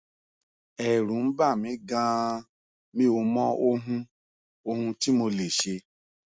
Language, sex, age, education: Yoruba, male, 46-60, tertiary